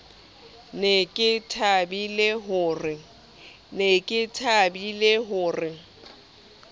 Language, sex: Southern Sotho, female